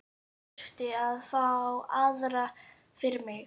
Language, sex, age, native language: Icelandic, female, 12, Icelandic